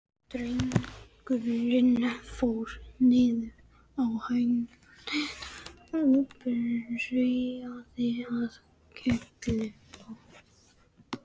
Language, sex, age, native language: Icelandic, male, 12, Icelandic